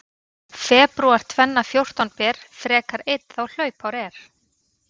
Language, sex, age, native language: Icelandic, female, 30-39, Icelandic